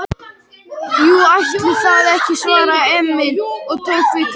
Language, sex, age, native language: Icelandic, female, 11, Icelandic